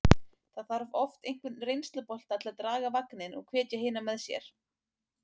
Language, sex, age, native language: Icelandic, female, 18-19, Icelandic